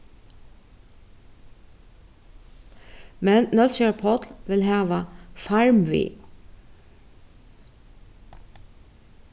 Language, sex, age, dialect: Faroese, female, 36-60, Suðurstreymoy